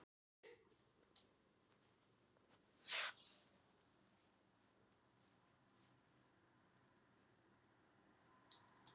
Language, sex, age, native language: Icelandic, female, 50-59, Icelandic